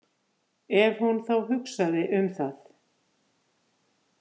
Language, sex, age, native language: Icelandic, female, 50-59, Icelandic